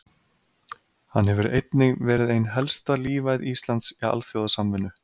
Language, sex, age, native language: Icelandic, male, 30-39, Icelandic